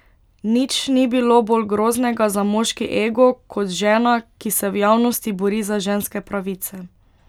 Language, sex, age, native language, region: Slovenian, female, 18-29, Slovenian, Pomurje region